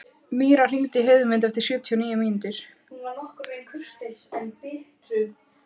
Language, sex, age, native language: Icelandic, female, 15, Icelandic